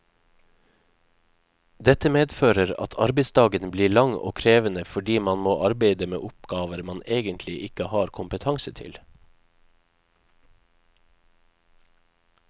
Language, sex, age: Norwegian, male, 31